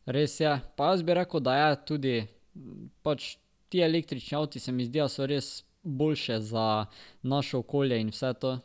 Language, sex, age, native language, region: Slovenian, male, 12-17, Slovenian, Drava region